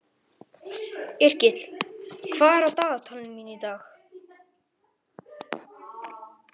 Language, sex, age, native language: Icelandic, male, 11, Icelandic